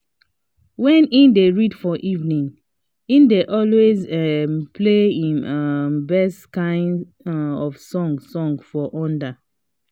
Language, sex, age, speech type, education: Nigerian Pidgin, female, 30-45, spontaneous, tertiary